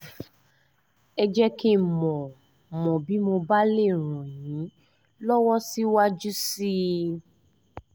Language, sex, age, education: Yoruba, female, 30-45, tertiary